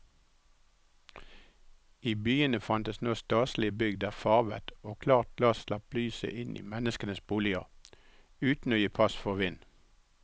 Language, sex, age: Norwegian, male, 63